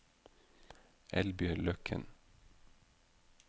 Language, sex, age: Norwegian, male, 32